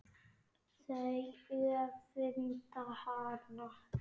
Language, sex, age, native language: Icelandic, female, 9, Icelandic